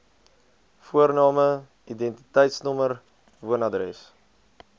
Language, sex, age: Afrikaans, male, 20